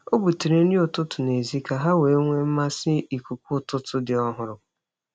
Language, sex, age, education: Igbo, female, 30-45, tertiary